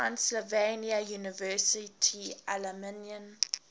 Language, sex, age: English, female, 20